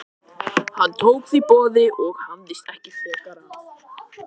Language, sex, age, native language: Icelandic, male, 13, Icelandic